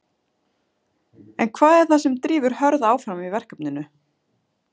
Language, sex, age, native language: Icelandic, female, 30-39, Icelandic